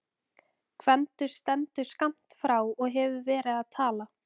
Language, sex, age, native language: Icelandic, female, 14, Icelandic